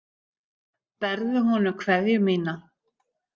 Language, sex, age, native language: Icelandic, female, 50-59, Icelandic